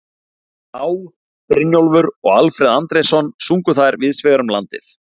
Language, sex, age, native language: Icelandic, male, 40-49, Icelandic